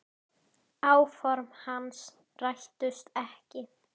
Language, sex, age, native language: Icelandic, female, 10, Icelandic